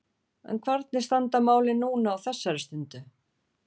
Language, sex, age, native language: Icelandic, female, 40-49, Icelandic